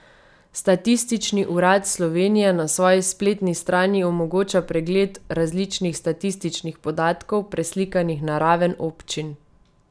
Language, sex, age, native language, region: Slovenian, female, 30-49, Slovenian, Savinja region